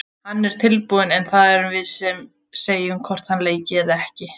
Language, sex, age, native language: Icelandic, female, 20-29, Icelandic